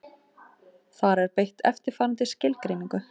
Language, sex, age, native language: Icelandic, female, 18-19, Icelandic